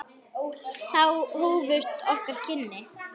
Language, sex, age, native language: Icelandic, male, 10, Icelandic